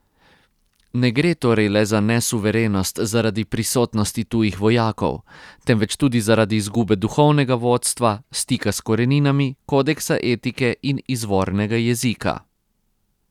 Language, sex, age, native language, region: Slovenian, male, 30-49, Croatian, Posavska region